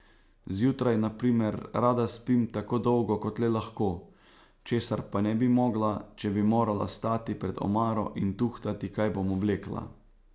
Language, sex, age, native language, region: Slovenian, male, 30-49, Slovenian, Savinja region